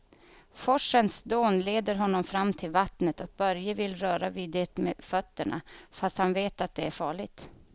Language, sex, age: Swedish, female, 31